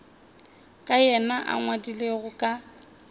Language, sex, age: Northern Sotho, female, 30